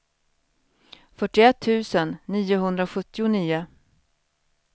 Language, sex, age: Swedish, female, 41